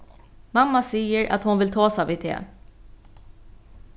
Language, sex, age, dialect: Faroese, female, 36-60, Norðuroyggjar